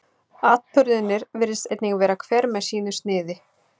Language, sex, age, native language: Icelandic, female, 30-39, Icelandic